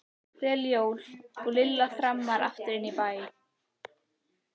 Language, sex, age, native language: Icelandic, female, 14, Icelandic